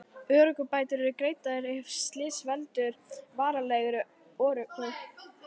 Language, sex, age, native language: Icelandic, female, 11, Icelandic